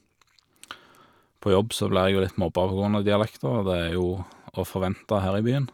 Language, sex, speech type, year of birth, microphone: Norwegian, male, spontaneous, 1985, Shure